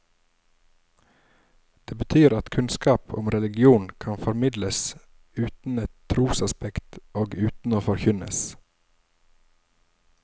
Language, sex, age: Norwegian, male, 27